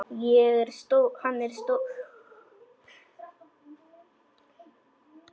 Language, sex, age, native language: Icelandic, male, 10, Icelandic